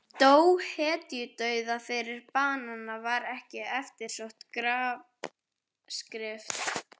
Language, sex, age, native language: Icelandic, female, 11, Icelandic